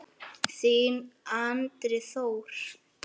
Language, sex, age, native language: Icelandic, male, 9, Icelandic